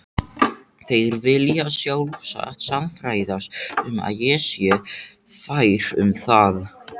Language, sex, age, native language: Icelandic, male, 18-19, Icelandic